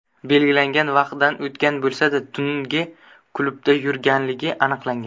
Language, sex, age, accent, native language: Uzbek, male, under 19, Navoiy, Uzbek